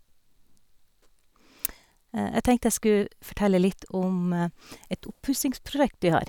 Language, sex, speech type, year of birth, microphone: Norwegian, female, spontaneous, 1969, Sennheiser